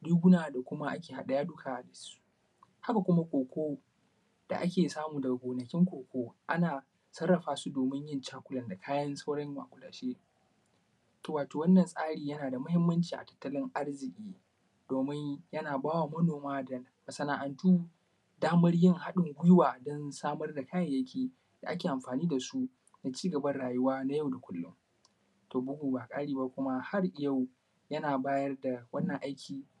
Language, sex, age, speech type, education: Hausa, male, 15-29, spontaneous, tertiary